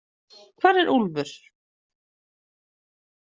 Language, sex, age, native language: Icelandic, female, 40-49, Icelandic